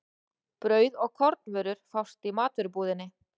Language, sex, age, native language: Icelandic, female, 30-39, Icelandic